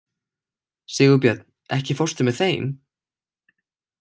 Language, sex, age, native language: Icelandic, male, 18-19, Icelandic